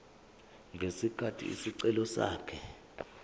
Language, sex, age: Zulu, male, 25